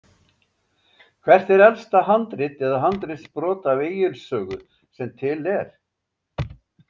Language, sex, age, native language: Icelandic, male, 70-79, Icelandic